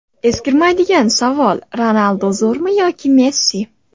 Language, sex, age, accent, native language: Uzbek, female, 18-24, Andijon, Uzbek